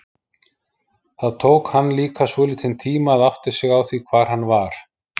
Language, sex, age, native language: Icelandic, male, 50-59, Icelandic